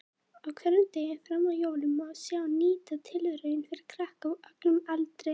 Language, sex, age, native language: Icelandic, female, 18-19, Icelandic